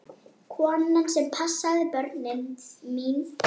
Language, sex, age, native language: Icelandic, female, 8, Icelandic